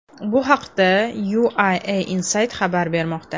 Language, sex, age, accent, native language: Uzbek, female, 25-34, Toshkent shahri, Uzbek